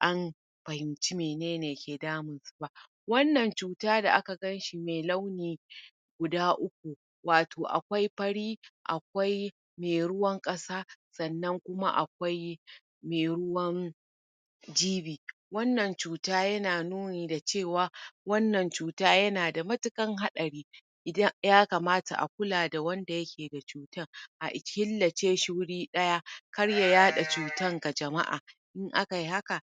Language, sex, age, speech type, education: Hausa, female, 30-45, spontaneous, tertiary